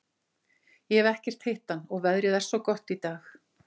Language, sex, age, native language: Icelandic, female, 50-59, Icelandic